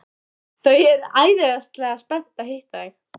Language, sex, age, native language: Icelandic, female, 13, Icelandic